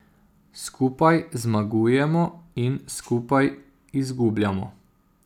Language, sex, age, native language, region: Slovenian, male, 30-49, Slovenian, Zasavska region